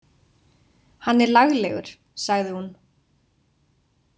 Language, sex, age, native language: Icelandic, female, 20-29, Icelandic